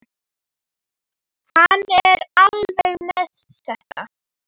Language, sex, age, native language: Icelandic, female, 9, Icelandic